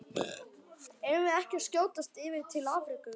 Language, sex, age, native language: Icelandic, male, 11, Icelandic